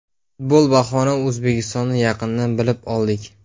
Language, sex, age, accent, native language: Uzbek, male, 18-24, Farg'ona, Uzbek